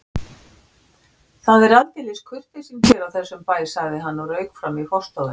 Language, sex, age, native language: Icelandic, female, 60-69, Icelandic